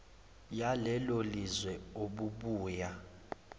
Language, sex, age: Zulu, male, 20